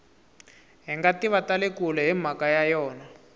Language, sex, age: Tsonga, male, 22